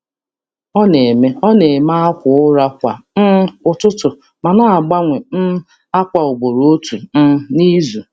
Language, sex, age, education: Igbo, male, 15-29, tertiary